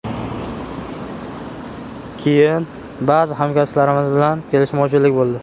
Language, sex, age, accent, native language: Uzbek, male, 18-24, Qashqadaryo, Uzbek